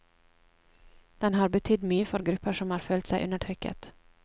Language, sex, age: Norwegian, female, 27